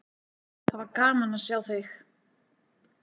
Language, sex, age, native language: Icelandic, female, 40-49, Icelandic